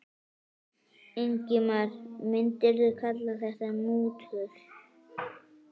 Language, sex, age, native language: Icelandic, male, 9, Icelandic